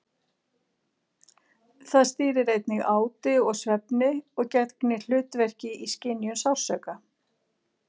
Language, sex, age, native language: Icelandic, female, 60-69, Icelandic